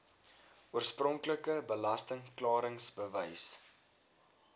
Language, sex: Afrikaans, male